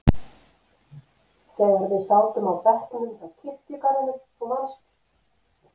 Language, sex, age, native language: Icelandic, female, 50-59, Icelandic